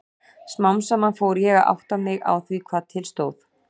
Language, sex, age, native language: Icelandic, female, 40-49, Icelandic